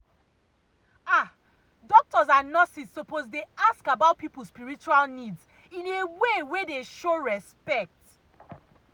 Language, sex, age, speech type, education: Nigerian Pidgin, female, 30-45, spontaneous, tertiary